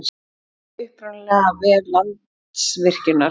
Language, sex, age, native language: Icelandic, female, 30-39, Icelandic